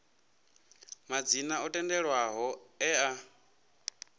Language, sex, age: Venda, male, 27